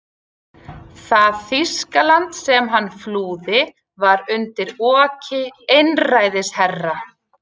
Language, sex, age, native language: Icelandic, female, 40-49, Icelandic